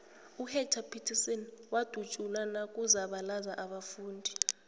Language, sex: South Ndebele, female